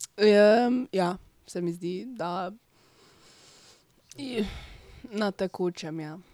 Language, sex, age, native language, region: Slovenian, female, 12-17, Slovenian, Drava region